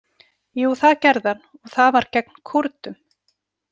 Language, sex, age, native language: Icelandic, female, 40-49, Icelandic